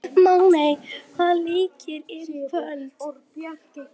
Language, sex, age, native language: Icelandic, male, 11, Icelandic